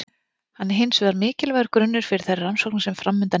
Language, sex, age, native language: Icelandic, female, 40-49, Icelandic